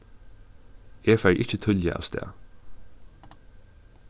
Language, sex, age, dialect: Faroese, male, 15-35, Suðurstreymoy